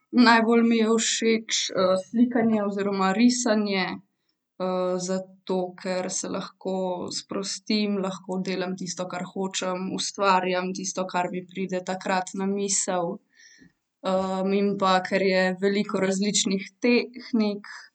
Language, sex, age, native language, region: Slovenian, female, 18-29, Slovenian, Central Slovenia